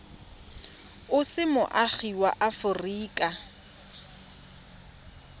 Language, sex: Tswana, female